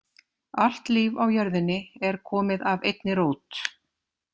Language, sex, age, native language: Icelandic, female, 50-59, Icelandic